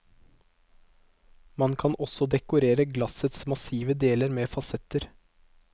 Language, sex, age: Norwegian, male, 22